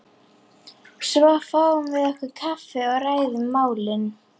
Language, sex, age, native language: Icelandic, female, 11, Icelandic